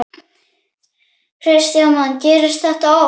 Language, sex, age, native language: Icelandic, female, 9, Icelandic